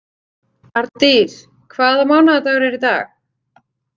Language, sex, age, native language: Icelandic, female, 30-39, Icelandic